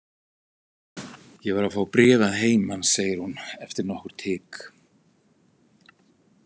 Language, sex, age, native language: Icelandic, male, 60-69, Icelandic